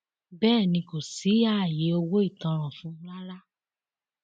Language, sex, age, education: Yoruba, female, 30-45, tertiary